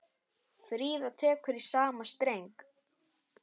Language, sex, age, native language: Icelandic, male, 6, Icelandic